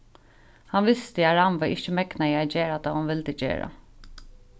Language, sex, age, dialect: Faroese, female, 15-35, Sandoy